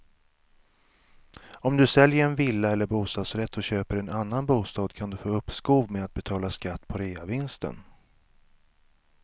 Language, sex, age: Swedish, male, 37